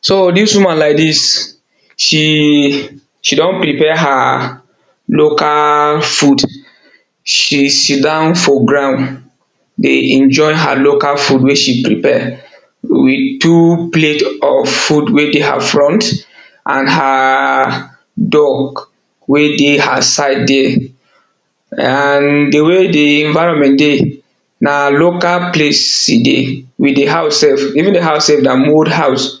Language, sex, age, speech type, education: Nigerian Pidgin, male, 30-45, spontaneous, tertiary